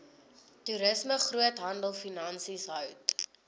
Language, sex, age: Afrikaans, female, 22